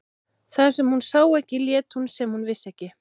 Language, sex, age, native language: Icelandic, female, 16, Icelandic